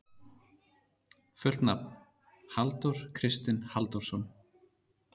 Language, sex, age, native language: Icelandic, male, 30-39, Icelandic